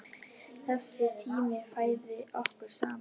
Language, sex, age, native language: Icelandic, female, 10, Icelandic